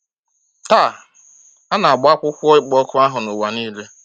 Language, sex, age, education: Igbo, male, 30-45, tertiary